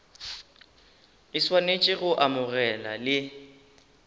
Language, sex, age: Northern Sotho, male, 19